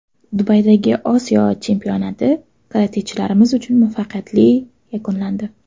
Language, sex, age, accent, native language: Uzbek, female, 12-17, Toshkent shahri, Uzbek